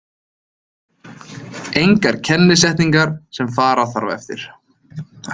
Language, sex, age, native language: Icelandic, male, 30-39, Icelandic